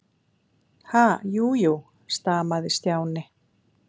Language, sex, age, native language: Icelandic, female, 7, Icelandic